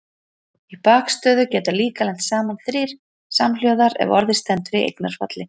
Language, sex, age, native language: Icelandic, female, 40-49, Icelandic